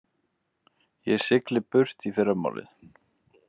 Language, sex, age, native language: Icelandic, male, 20-29, Icelandic